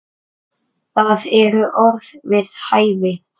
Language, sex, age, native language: Icelandic, male, 9, Icelandic